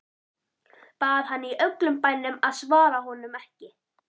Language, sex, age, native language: Icelandic, female, 11, Icelandic